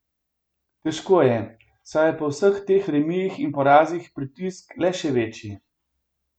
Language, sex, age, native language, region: Slovenian, male, 50-59, Slovenian, Gorenjska region